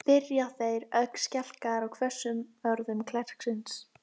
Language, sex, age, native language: Icelandic, female, 12, Icelandic